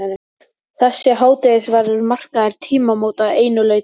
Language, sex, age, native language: Icelandic, male, 13, Icelandic